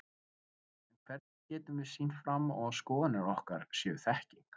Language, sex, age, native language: Icelandic, male, 20-29, Icelandic